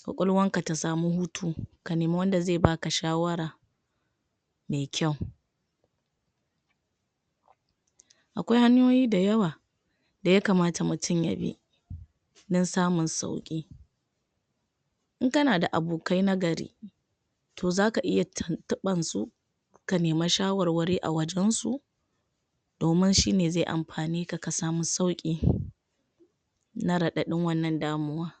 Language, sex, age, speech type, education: Hausa, female, 60+, spontaneous, tertiary